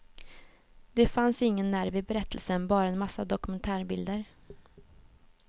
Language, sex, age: Swedish, female, 24